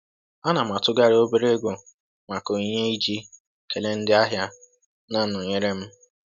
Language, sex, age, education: Igbo, male, 15-29, tertiary